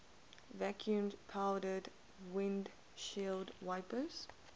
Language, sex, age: English, female, 19